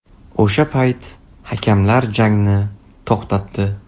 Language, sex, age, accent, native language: Uzbek, male, 18-24, Toshkent shahri, Uzbek